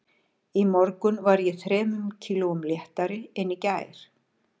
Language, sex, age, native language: Icelandic, female, 60-69, Icelandic